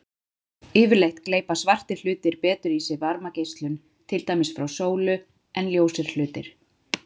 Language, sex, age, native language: Icelandic, female, 30-39, Icelandic